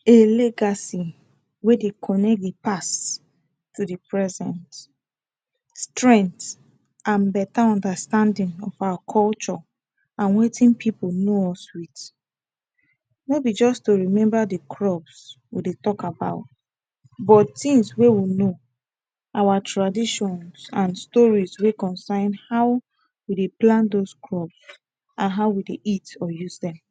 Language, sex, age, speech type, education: Nigerian Pidgin, female, 15-29, spontaneous, tertiary